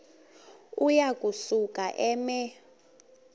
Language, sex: Xhosa, female